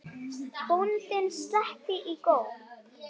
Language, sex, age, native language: Icelandic, male, 8, Icelandic